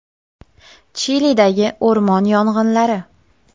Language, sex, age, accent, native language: Uzbek, female, under 19, Sirdaryo, Uzbek